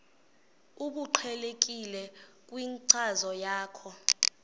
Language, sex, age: Xhosa, female, 21